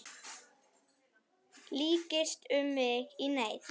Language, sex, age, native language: Icelandic, female, 8, Icelandic